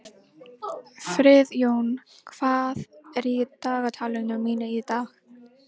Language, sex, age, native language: Icelandic, female, 18-19, Icelandic